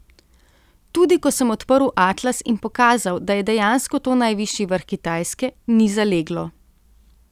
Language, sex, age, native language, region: Slovenian, female, 30-49, Slovenian, Central Slovenia